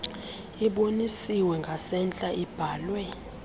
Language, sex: Xhosa, female